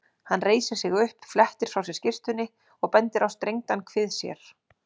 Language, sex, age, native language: Icelandic, female, 40-49, Icelandic